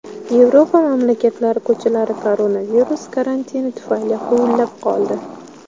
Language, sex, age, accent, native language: Uzbek, female, 18-24, Qashqadaryo, Uzbek